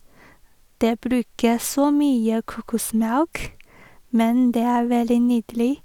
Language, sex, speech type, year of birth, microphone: Norwegian, female, spontaneous, 1986, Shure